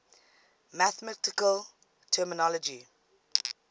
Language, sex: English, female